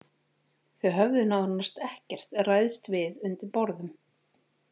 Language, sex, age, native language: Icelandic, female, 40-49, Icelandic